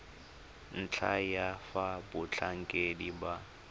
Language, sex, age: Tswana, male, 25